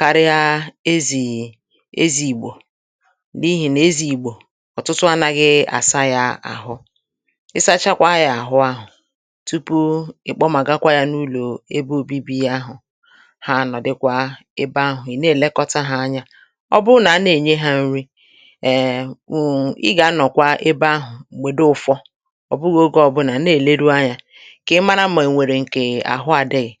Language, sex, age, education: Igbo, male, 30-45, tertiary